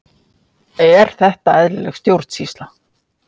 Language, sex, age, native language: Icelandic, female, 50-59, Icelandic